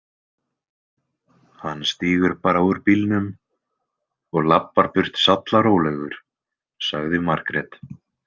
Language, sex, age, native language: Icelandic, male, 20-29, Icelandic